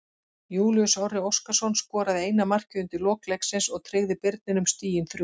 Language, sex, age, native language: Icelandic, female, 40-49, Icelandic